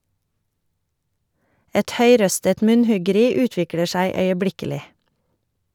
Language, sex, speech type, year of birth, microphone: Norwegian, female, read, 1973, Shure